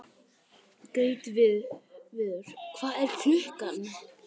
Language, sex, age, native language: Icelandic, male, 12, Icelandic